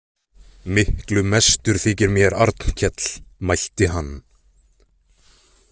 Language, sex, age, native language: Icelandic, male, 20-29, Icelandic